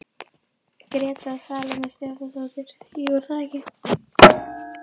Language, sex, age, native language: Icelandic, female, 11, Icelandic